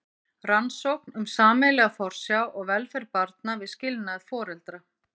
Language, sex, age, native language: Icelandic, female, 50-59, Icelandic